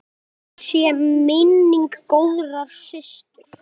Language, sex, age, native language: Icelandic, male, 10, Icelandic